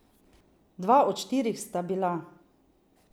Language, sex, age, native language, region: Slovenian, female, 30-49, Slovenian, Drava region